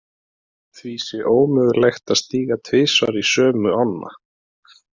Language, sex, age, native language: Icelandic, male, 20-29, Icelandic